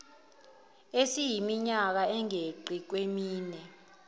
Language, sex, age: Zulu, female, 19